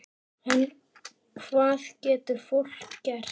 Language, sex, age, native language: Icelandic, male, 8, Icelandic